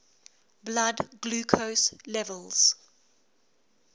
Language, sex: English, female